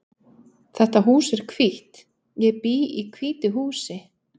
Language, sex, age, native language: Icelandic, female, 30-39, Icelandic